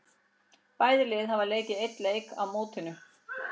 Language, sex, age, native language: Icelandic, female, 40-49, Icelandic